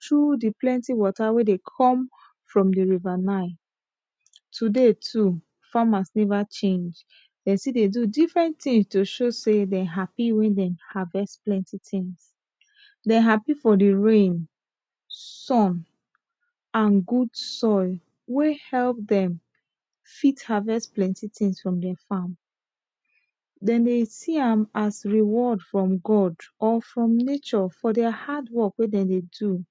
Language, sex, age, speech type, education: Nigerian Pidgin, female, 15-29, spontaneous, tertiary